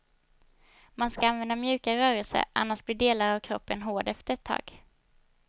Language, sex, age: Swedish, female, 22